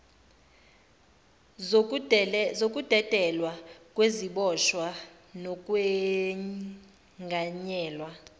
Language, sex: Zulu, female